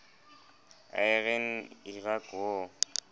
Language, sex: Southern Sotho, male